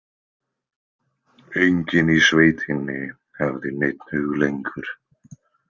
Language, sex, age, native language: Icelandic, male, 20-29, Icelandic